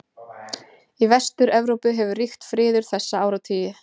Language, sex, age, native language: Icelandic, female, 20-29, Icelandic